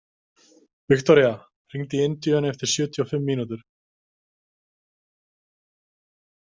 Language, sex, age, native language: Icelandic, male, 20-29, Icelandic